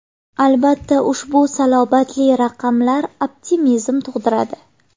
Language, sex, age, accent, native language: Uzbek, female, 18-24, Farg'ona, Uzbek